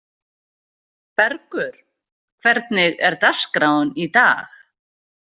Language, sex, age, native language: Icelandic, female, 40-49, Icelandic